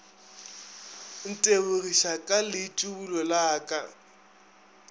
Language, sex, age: Northern Sotho, male, 22